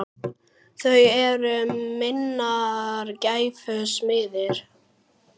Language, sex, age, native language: Icelandic, male, 9, Icelandic